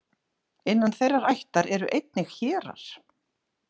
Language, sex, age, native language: Icelandic, female, 40-49, Icelandic